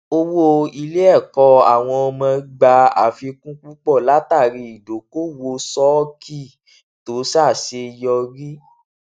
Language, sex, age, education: Yoruba, male, 15-29, tertiary